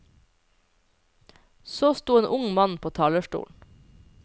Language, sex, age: Norwegian, female, 29